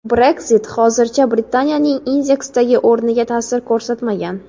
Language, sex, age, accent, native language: Uzbek, female, 18-24, Jizzax, Uzbek